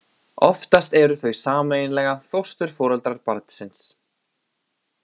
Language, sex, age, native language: Icelandic, male, 20-29, Icelandic